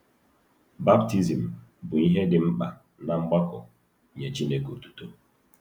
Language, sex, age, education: Igbo, male, 30-45, tertiary